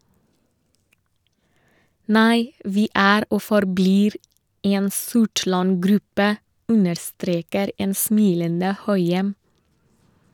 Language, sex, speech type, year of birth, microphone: Norwegian, female, read, 1988, Shure